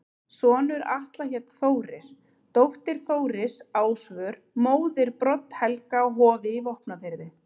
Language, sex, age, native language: Icelandic, female, 30-39, Icelandic